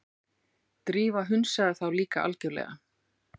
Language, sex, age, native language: Icelandic, female, 40-49, Icelandic